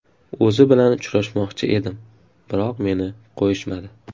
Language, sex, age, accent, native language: Uzbek, male, 18-24, Farg'ona, Uzbek